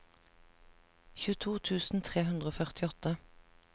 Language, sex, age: Norwegian, female, 37